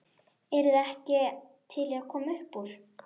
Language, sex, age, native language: Icelandic, female, 12, Icelandic